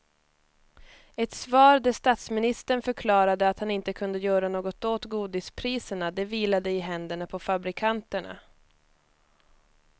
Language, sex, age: Swedish, female, 21